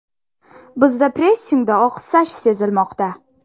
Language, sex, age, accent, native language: Uzbek, female, 12-17, Xorazm, Uzbek